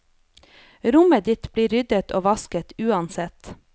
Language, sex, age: Norwegian, female, 30